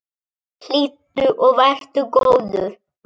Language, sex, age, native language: Icelandic, male, 7, Icelandic